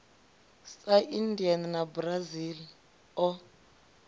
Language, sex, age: Venda, female, 25